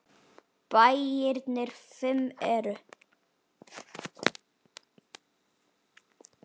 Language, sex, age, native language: Icelandic, male, 9, Icelandic